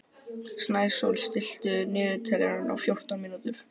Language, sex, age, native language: Icelandic, male, 12, Icelandic